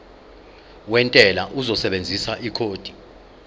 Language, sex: Zulu, male